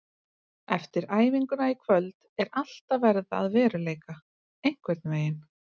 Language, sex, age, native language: Icelandic, female, 30-39, Icelandic